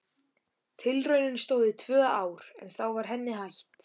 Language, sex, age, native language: Icelandic, male, 13, Icelandic